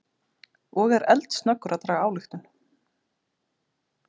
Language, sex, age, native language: Icelandic, female, 30-39, Icelandic